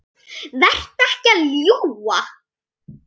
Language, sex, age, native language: Icelandic, female, 8, Icelandic